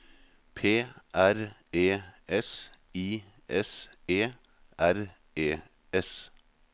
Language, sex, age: Norwegian, male, 38